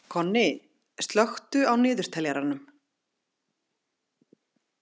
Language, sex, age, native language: Icelandic, female, 30-39, Icelandic